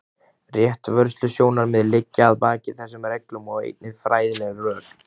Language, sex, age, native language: Icelandic, male, 15, Icelandic